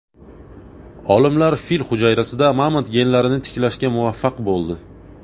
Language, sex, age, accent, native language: Uzbek, male, 19-29, Andijon, Uzbek